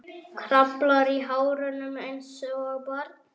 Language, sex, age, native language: Icelandic, male, 10, Icelandic